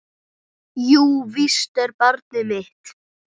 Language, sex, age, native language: Icelandic, male, 9, Icelandic